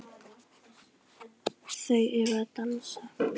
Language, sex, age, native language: Icelandic, female, 10, Icelandic